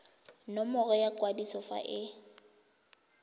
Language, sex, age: Tswana, female, 20